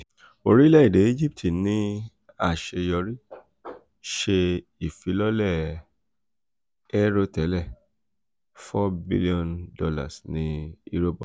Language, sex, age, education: Yoruba, male, 46-60, tertiary